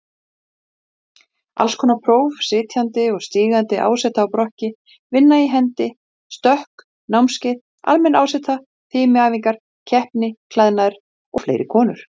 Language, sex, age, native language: Icelandic, female, 40-49, Icelandic